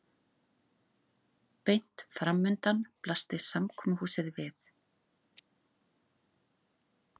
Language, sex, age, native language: Icelandic, female, 40-49, Icelandic